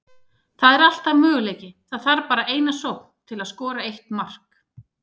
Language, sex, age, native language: Icelandic, female, 30-39, Icelandic